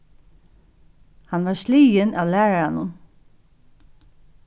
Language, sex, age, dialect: Faroese, female, 36-60, Norðuroyggjar